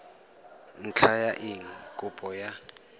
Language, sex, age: Tswana, male, 18